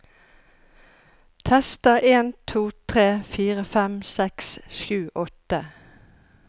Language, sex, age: Norwegian, female, 54